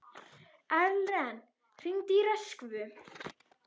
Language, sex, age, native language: Icelandic, female, 21, Icelandic